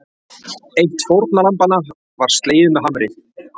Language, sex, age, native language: Icelandic, male, 40-49, Icelandic